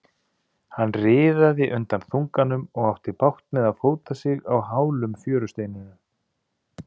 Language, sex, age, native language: Icelandic, male, 30-39, Icelandic